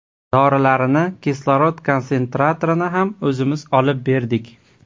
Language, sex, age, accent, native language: Uzbek, male, 18-24, Farg'ona, Uzbek